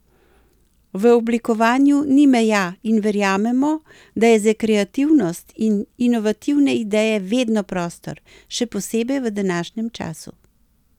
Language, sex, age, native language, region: Slovenian, female, 60+, Slovenian, Central Slovenia